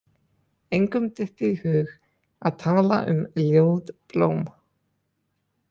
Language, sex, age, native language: Icelandic, male, 20-29, Icelandic